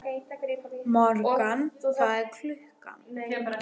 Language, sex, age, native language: Icelandic, female, 12, Icelandic